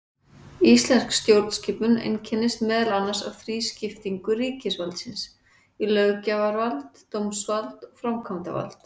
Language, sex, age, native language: Icelandic, female, 40-49, Icelandic